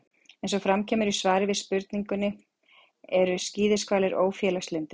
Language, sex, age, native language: Icelandic, female, 40-49, Icelandic